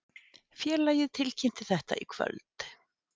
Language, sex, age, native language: Icelandic, female, 50-59, Icelandic